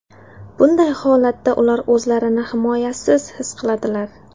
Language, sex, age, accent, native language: Uzbek, female, 19-29, Samarqand, Uzbek